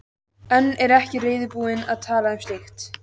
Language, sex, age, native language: Icelandic, female, 14, Icelandic